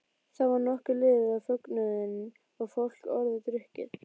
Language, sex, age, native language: Icelandic, female, 12, Icelandic